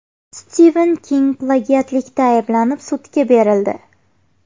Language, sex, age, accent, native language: Uzbek, female, 18-24, Farg'ona, Uzbek